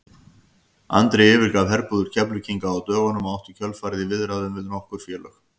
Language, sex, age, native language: Icelandic, male, 50-59, Icelandic